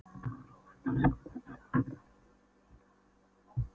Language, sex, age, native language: Icelandic, female, 12, Polish